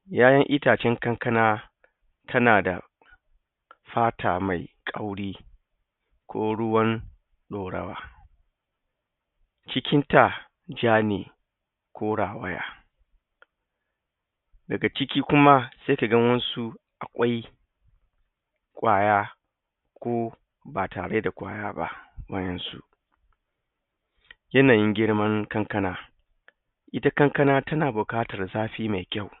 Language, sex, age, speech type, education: Hausa, male, 30-45, spontaneous, tertiary